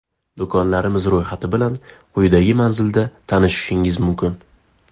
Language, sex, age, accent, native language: Uzbek, male, 18-24, Farg'ona, Uzbek